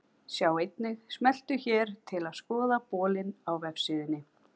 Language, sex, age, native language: Icelandic, female, 40-49, Icelandic